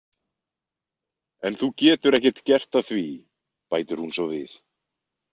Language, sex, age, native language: Icelandic, male, 20-29, Icelandic